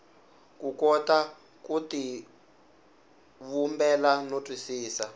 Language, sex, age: Tsonga, male, 19